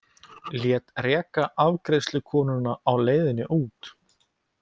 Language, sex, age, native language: Icelandic, male, 20-29, Icelandic